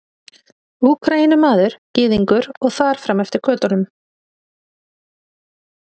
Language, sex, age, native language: Icelandic, female, 30-39, Icelandic